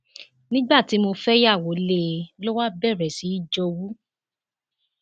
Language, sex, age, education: Yoruba, female, 30-45, tertiary